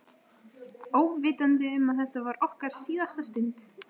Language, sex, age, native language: Icelandic, female, 13, Icelandic